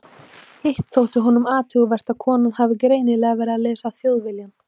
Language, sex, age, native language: Icelandic, female, 18-19, Icelandic